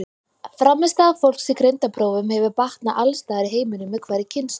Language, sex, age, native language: Icelandic, female, 20-29, Icelandic